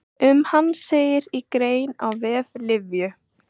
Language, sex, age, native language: Icelandic, female, 18-19, Icelandic